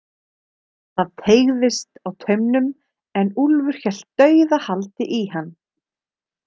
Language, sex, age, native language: Icelandic, female, 30-39, Icelandic